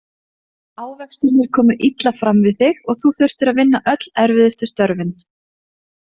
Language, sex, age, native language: Icelandic, female, 20-29, Icelandic